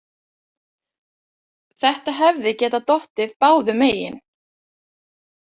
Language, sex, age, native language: Icelandic, female, 20-29, Icelandic